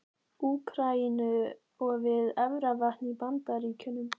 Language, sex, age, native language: Icelandic, female, 14, Icelandic